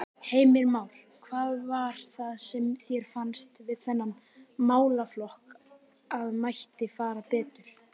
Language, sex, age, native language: Icelandic, male, 18-19, Icelandic